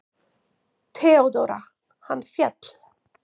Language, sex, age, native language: Icelandic, female, 40-49, Icelandic